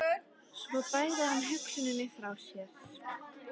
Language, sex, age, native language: Icelandic, female, 13, Icelandic